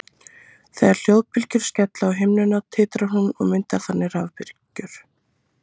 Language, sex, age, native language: Icelandic, female, 30-39, Icelandic